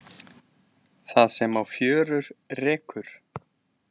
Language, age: Icelandic, 20-29